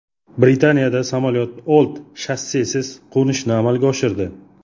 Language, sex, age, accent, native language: Uzbek, male, 25-34, Jizzax, Uzbek